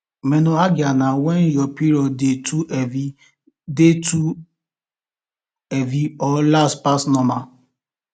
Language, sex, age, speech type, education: Nigerian Pidgin, male, 15-29, spontaneous, tertiary